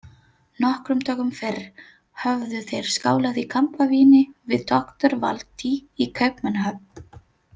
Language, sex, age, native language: Icelandic, female, 30-39, Filipino